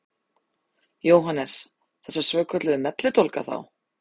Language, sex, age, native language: Icelandic, female, 30-39, Icelandic